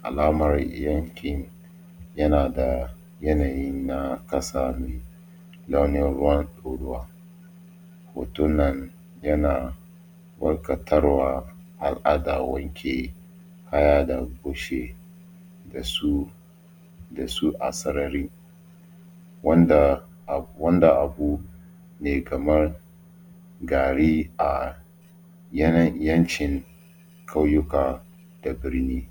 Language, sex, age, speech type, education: Hausa, male, 30-45, spontaneous, tertiary